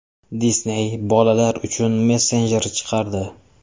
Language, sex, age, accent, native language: Uzbek, male, 25-34, Samarqand, Uzbek